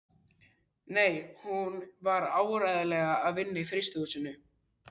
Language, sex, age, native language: Icelandic, male, 12, Icelandic